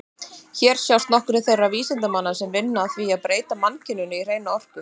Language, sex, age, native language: Icelandic, female, 30-39, Icelandic